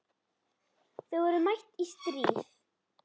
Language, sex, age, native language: Icelandic, female, 10, Icelandic